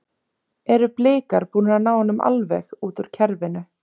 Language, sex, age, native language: Icelandic, female, 30-39, Icelandic